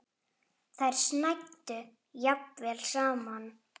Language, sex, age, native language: Icelandic, female, 7, Icelandic